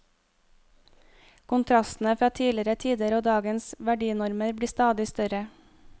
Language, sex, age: Norwegian, female, 25